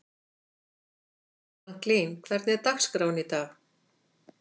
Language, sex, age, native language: Icelandic, female, 50-59, Icelandic